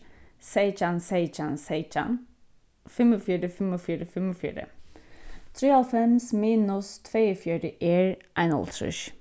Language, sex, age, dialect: Faroese, female, 15-35, Suðurstreymoy